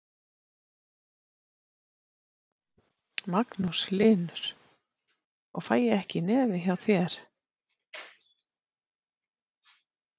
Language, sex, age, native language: Icelandic, female, 50-59, Icelandic